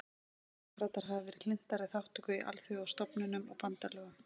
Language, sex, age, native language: Icelandic, female, 40-49, Icelandic